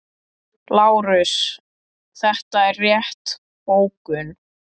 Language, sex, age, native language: Icelandic, male, 10, Icelandic